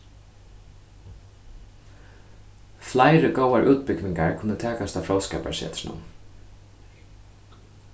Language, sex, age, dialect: Faroese, male, 15-35, Suðurstreymoy